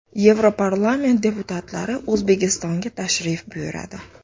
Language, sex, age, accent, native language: Uzbek, female, 25-34, Andijon, Uzbek